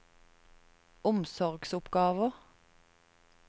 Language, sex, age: Norwegian, female, 30